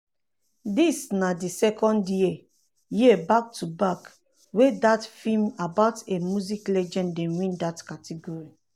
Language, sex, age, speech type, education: Nigerian Pidgin, female, 30-45, spontaneous, tertiary